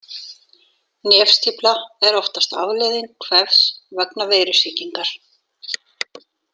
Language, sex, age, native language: Icelandic, female, 40-49, Icelandic